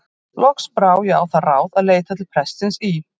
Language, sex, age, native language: Icelandic, female, 50-59, Icelandic